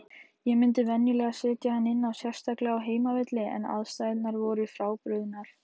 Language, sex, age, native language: Icelandic, female, 18-19, Icelandic